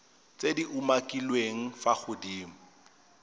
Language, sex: Tswana, male